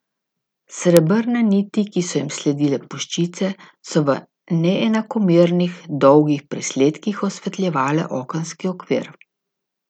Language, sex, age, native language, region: Slovenian, female, 50-59, Slovenian, Gorica region